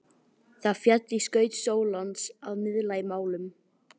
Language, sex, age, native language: Icelandic, female, 18-19, Icelandic